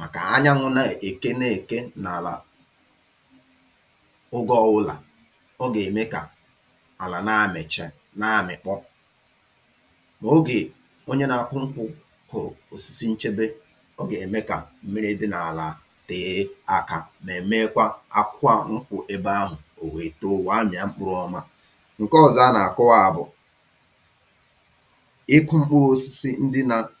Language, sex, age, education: Igbo, male, 30-45, tertiary